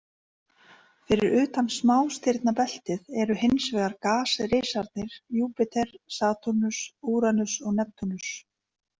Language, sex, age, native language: Icelandic, female, 30-39, Icelandic